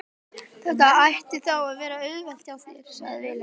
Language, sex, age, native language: Icelandic, male, 12, Icelandic